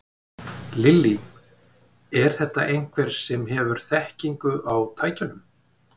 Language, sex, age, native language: Icelandic, male, 50-59, Icelandic